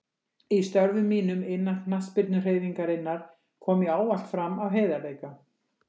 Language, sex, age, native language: Icelandic, female, 60-69, Icelandic